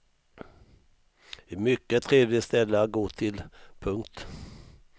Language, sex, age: Swedish, male, 64